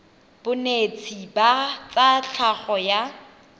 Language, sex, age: Tswana, female, 23